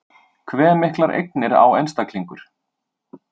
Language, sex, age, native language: Icelandic, male, 30-39, Icelandic